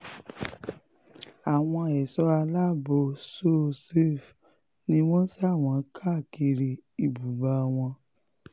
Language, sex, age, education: Yoruba, female, 15-29, tertiary